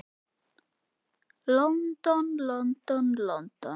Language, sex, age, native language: Icelandic, female, 8, Icelandic